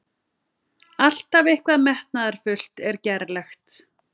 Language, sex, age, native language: Icelandic, female, 40-49, Icelandic